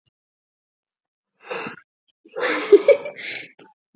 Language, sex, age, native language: Icelandic, male, 40-49, Icelandic